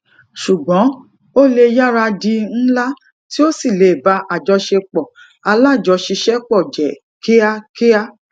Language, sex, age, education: Yoruba, female, 30-45, tertiary